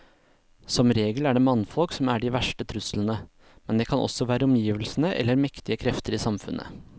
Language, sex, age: Norwegian, male, 26